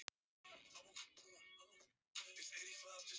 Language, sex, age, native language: Icelandic, male, 15, Icelandic